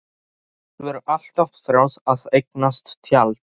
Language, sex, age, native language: Icelandic, male, 13, Polish